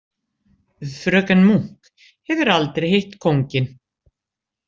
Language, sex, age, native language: Icelandic, female, 60-69, Icelandic